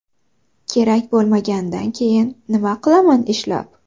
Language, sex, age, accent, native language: Uzbek, female, 25-34, Samarqand, Uzbek